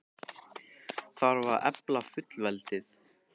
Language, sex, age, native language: Icelandic, male, 13, Icelandic